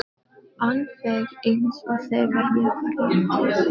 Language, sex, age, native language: Icelandic, female, 12, Icelandic